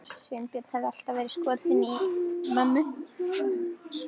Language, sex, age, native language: Icelandic, female, 11, Icelandic